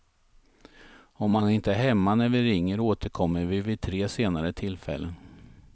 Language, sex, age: Swedish, male, 51